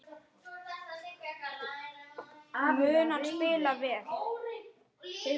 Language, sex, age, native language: Icelandic, male, 9, Icelandic